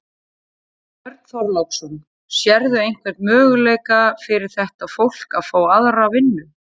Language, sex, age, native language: Icelandic, female, 40-49, Icelandic